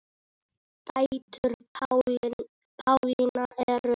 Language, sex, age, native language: Icelandic, male, 10, Icelandic